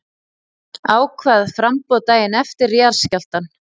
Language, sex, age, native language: Icelandic, female, 30-39, Icelandic